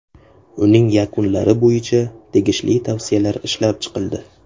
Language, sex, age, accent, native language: Uzbek, male, 18-24, Qashqadaryo, Uzbek